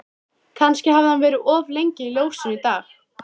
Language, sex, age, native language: Icelandic, female, 13, Icelandic